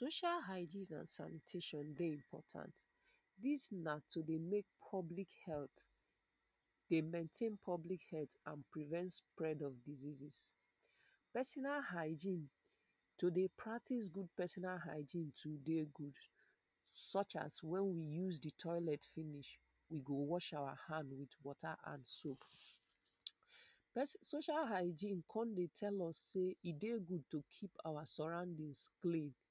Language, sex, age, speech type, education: Nigerian Pidgin, female, 30-45, spontaneous, secondary